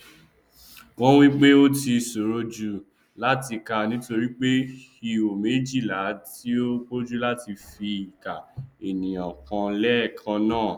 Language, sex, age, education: Yoruba, male, 15-29, tertiary